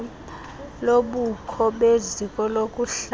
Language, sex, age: Xhosa, female, 20